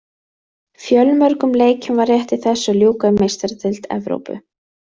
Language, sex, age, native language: Icelandic, female, 30-39, Icelandic